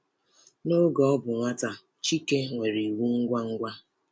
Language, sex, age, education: Igbo, female, 30-45, tertiary